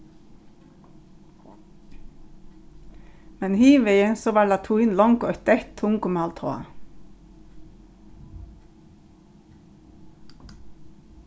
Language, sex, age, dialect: Faroese, female, 36-60, Norðurstreymoy/Eysturoy